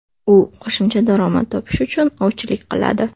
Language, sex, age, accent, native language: Uzbek, female, 18-24, Toshkent shahri, Uzbek